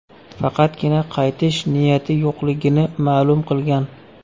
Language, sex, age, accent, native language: Uzbek, male, 25-34, Xorazm, Uzbek